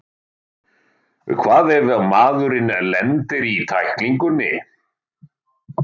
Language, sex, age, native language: Icelandic, male, 60-69, Icelandic